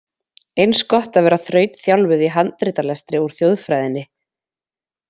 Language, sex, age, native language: Icelandic, female, 20-29, Icelandic